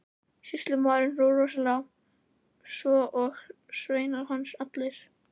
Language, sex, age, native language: Icelandic, female, 11, Icelandic